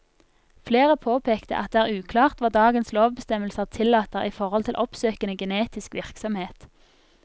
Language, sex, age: Norwegian, female, 24